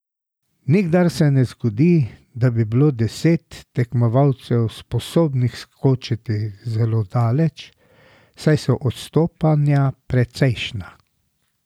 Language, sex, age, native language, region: Slovenian, male, 60+, Slovenian, Drava region